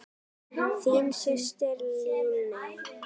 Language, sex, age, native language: Icelandic, female, 9, Icelandic